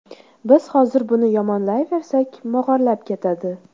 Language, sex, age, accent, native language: Uzbek, female, 19-29, Toshkent shahri, Uzbek